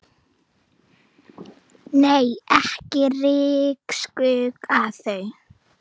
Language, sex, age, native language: Icelandic, female, 9, Icelandic